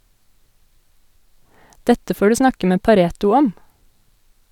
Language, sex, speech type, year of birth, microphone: Norwegian, female, read, 1986, Sennheiser